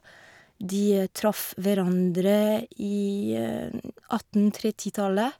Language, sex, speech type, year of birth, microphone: Norwegian, female, spontaneous, 1971, Shure